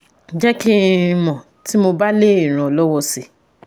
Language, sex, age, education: Yoruba, female, 15-29, tertiary